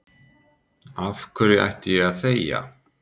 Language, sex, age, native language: Icelandic, male, 40-49, Icelandic